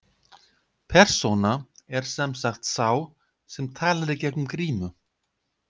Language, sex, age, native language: Icelandic, male, 50-59, Icelandic